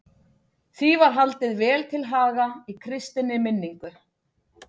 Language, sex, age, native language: Icelandic, female, 40-49, Icelandic